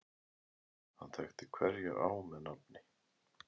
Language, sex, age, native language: Icelandic, male, 11, Icelandic